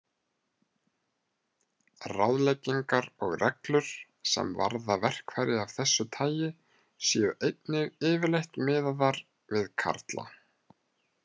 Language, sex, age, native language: Icelandic, male, 30-39, Icelandic